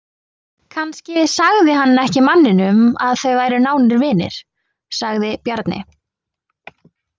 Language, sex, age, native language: Icelandic, female, 20-29, Icelandic